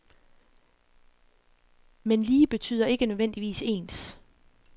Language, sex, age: Danish, female, 40